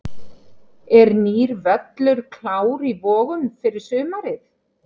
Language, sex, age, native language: Icelandic, female, 50-59, Icelandic